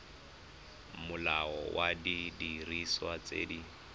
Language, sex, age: Tswana, male, 25